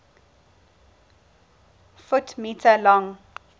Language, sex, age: English, female, 19